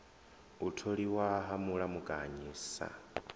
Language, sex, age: Venda, male, 23